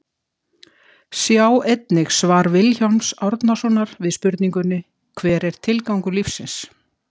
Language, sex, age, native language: Icelandic, female, 60-69, Icelandic